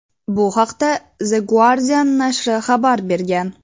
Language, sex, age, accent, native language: Uzbek, female, 18-24, Sirdaryo, Uzbek